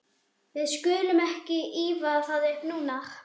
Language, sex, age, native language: Icelandic, male, 11, Icelandic